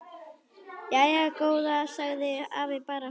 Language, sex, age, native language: Icelandic, female, 10, Icelandic